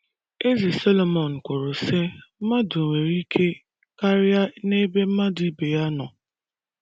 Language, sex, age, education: Igbo, female, 15-29, tertiary